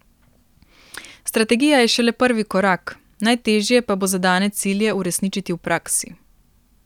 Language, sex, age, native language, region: Slovenian, female, 18-29, Slovenian, Primorsko-notranjska region